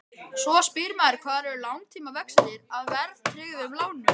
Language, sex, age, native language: Icelandic, male, 13, Icelandic